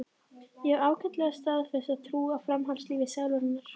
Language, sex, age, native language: Icelandic, female, 13, Icelandic